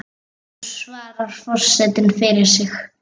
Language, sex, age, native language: Icelandic, female, 8, Icelandic